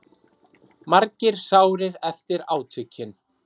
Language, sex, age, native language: Icelandic, male, 30-39, Icelandic